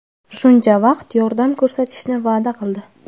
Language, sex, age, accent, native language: Uzbek, female, 18-24, Navoiy, Uzbek